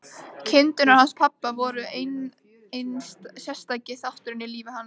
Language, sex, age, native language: Icelandic, female, 13, Icelandic